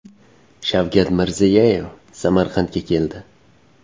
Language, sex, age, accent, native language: Uzbek, male, 18-24, Farg'ona, Uzbek